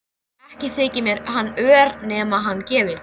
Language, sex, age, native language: Icelandic, female, 13, Icelandic